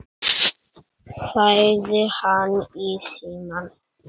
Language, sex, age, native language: Icelandic, male, 9, Icelandic